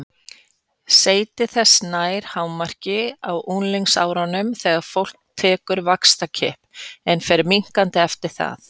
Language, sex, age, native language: Icelandic, female, 40-49, Icelandic